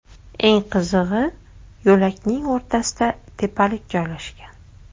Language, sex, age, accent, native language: Uzbek, female, 25-34, Toshkent shahri, Uzbek